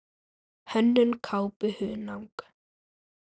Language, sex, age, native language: Icelandic, female, 9, Icelandic